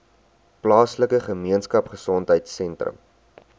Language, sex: Afrikaans, male